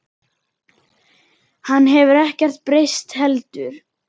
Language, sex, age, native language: Icelandic, male, 10, Icelandic